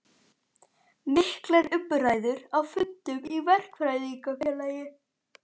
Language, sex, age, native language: Icelandic, female, 11, Icelandic